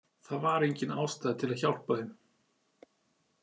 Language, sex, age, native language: Icelandic, male, 40-49, Icelandic